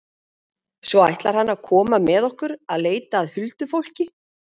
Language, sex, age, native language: Icelandic, female, 40-49, Icelandic